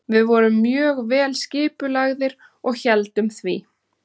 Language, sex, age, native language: Icelandic, female, 30-39, Icelandic